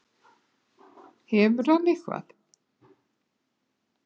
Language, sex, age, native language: Icelandic, female, 70-79, Icelandic